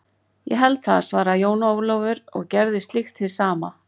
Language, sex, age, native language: Icelandic, female, 40-49, Icelandic